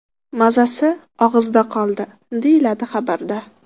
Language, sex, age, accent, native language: Uzbek, female, 12-17, Qashqadaryo, Uzbek